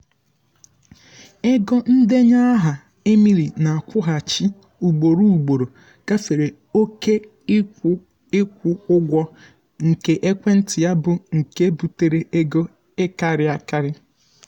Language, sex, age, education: Igbo, male, 15-29, tertiary